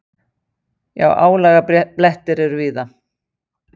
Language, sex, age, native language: Icelandic, female, 50-59, Icelandic